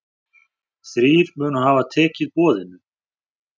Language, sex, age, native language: Icelandic, male, 40-49, Icelandic